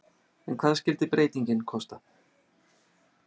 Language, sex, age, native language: Icelandic, male, 30-39, Icelandic